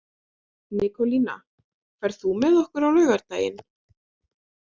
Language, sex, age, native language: Icelandic, female, 20-29, Icelandic